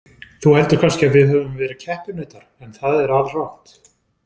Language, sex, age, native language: Icelandic, male, 20-29, Icelandic